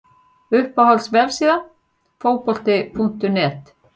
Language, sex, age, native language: Icelandic, female, 40-49, Icelandic